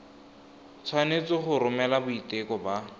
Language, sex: Tswana, male